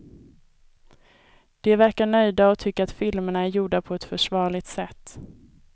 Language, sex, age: Swedish, female, 24